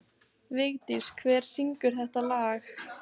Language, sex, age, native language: Icelandic, female, 15, Icelandic